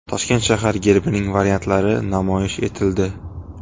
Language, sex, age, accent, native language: Uzbek, male, 18-24, Xorazm, Uzbek